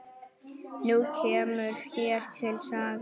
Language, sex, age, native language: Icelandic, female, 9, Icelandic